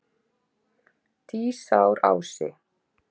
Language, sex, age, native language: Icelandic, female, 50-59, Icelandic